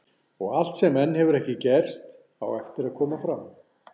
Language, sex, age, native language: Icelandic, male, 40-49, Icelandic